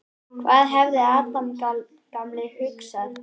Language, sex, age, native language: Icelandic, male, 10, Icelandic